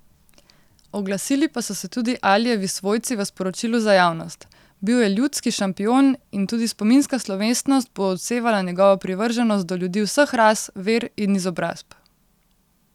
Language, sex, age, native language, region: Slovenian, female, 18-29, Slovenian, Central Slovenia